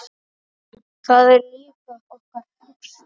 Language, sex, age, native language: Icelandic, male, 8, Icelandic